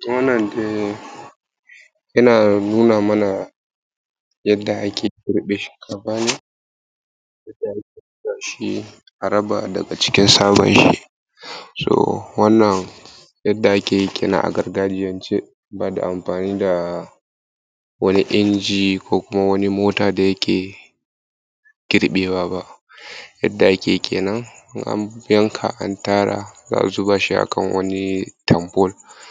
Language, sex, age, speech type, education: Hausa, male, 30-45, spontaneous, primary